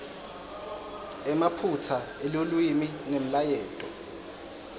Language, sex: Swati, male